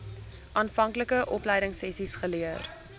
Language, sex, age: Afrikaans, female, 19